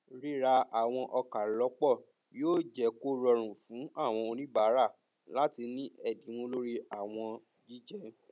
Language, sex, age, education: Yoruba, male, 30-45, tertiary